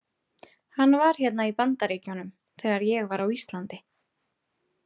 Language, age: Icelandic, 30-39